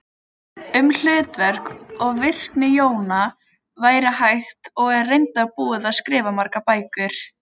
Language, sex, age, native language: Icelandic, female, 20-29, Icelandic